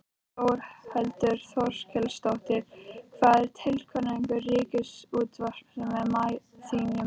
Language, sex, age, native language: Icelandic, other, 13, Icelandic